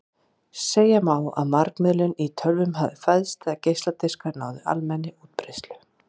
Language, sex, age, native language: Icelandic, female, 40-49, Icelandic